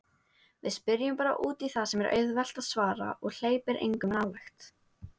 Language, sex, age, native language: Icelandic, female, 18-19, Icelandic